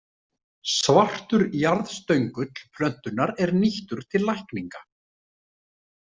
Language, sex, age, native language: Icelandic, male, 30-39, Icelandic